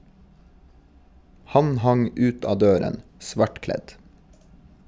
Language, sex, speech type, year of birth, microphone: Norwegian, male, read, 1983, Shure